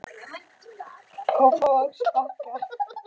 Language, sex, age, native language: Icelandic, female, 18-19, Icelandic